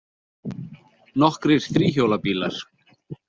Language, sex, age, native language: Icelandic, male, 40-49, Icelandic